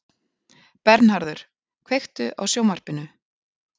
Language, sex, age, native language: Icelandic, female, 40-49, Icelandic